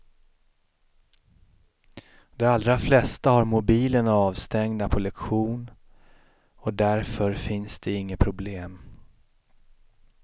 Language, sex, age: Swedish, male, 33